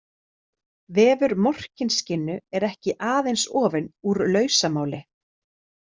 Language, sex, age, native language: Icelandic, female, 30-39, Icelandic